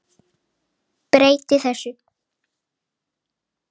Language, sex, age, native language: Icelandic, male, 8, Icelandic